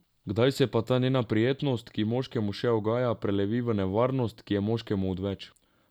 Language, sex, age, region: Slovenian, male, 18-29, Drava region